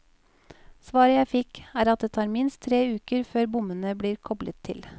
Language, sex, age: Norwegian, female, 28